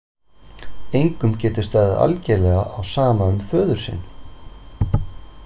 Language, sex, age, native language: Icelandic, male, 40-49, Icelandic